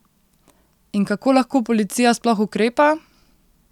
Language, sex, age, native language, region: Slovenian, female, 18-29, Slovenian, Central Slovenia